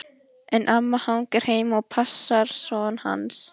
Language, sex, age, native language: Icelandic, female, 11, Icelandic